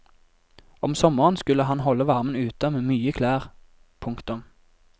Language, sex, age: Norwegian, male, 24